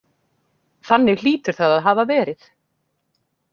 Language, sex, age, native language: Icelandic, female, 40-49, Icelandic